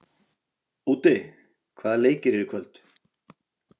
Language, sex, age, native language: Icelandic, male, 40-49, Icelandic